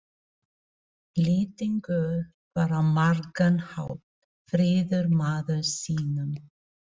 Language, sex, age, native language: Icelandic, female, 40-49, Filipino